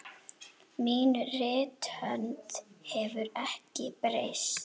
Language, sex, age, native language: Icelandic, female, 9, Icelandic